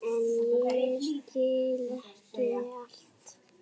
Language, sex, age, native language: Icelandic, female, 8, Icelandic